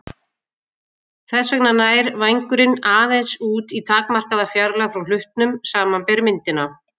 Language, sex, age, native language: Icelandic, female, 50-59, Icelandic